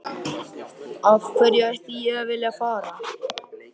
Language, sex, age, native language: Icelandic, male, 13, Icelandic